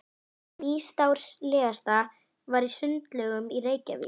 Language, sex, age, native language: Icelandic, female, 11, Icelandic